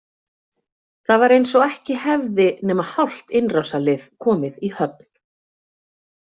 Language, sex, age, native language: Icelandic, female, 40-49, Icelandic